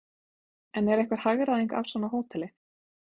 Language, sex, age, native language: Icelandic, female, 20-29, Icelandic